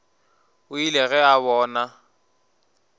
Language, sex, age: Northern Sotho, male, 19